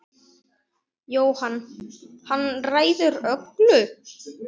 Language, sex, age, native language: Icelandic, male, 9, Icelandic